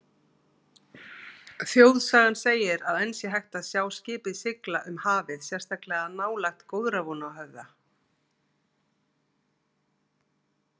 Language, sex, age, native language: Icelandic, female, 50-59, Icelandic